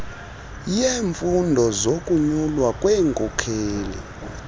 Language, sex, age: Xhosa, male, 32